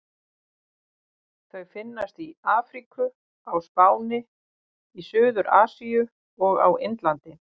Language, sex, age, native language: Icelandic, female, 50-59, Icelandic